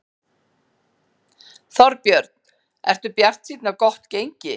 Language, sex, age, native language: Icelandic, female, 50-59, Icelandic